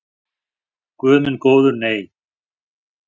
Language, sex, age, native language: Icelandic, male, 40-49, Icelandic